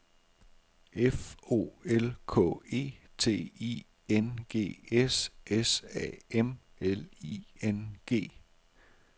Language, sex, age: Danish, male, 42